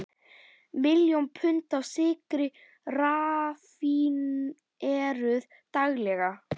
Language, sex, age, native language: Icelandic, female, 11, Icelandic